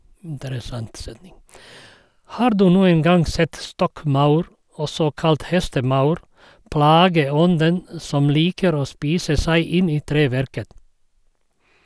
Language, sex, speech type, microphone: Norwegian, male, read, Sennheiser